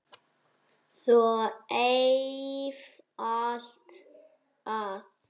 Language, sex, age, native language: Icelandic, male, 6, Icelandic